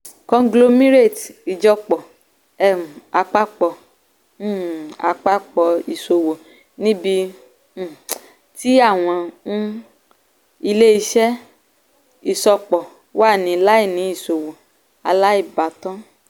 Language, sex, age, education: Yoruba, female, 15-29, tertiary